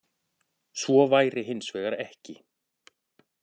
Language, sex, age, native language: Icelandic, male, 40-49, Icelandic